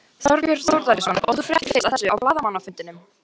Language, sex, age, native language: Icelandic, female, 14, Icelandic